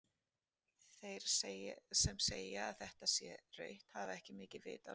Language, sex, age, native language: Icelandic, female, 40-49, Icelandic